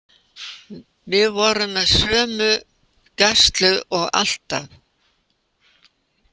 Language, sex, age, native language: Icelandic, female, 80-89, Icelandic